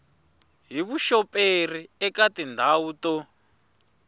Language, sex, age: Tsonga, male, 21